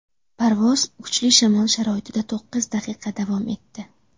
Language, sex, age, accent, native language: Uzbek, female, under 19, Samarqand, Uzbek